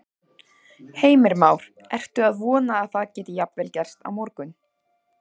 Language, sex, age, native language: Icelandic, female, 20-29, Icelandic